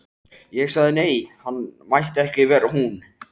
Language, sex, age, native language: Icelandic, male, 13, Icelandic